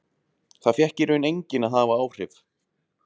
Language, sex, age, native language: Icelandic, male, 20-29, Icelandic